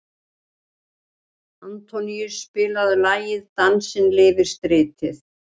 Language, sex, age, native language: Icelandic, female, 60-69, Icelandic